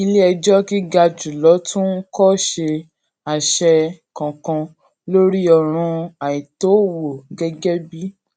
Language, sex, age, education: Yoruba, female, 15-29, secondary